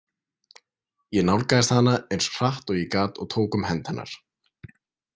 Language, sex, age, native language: Icelandic, male, 20-29, Icelandic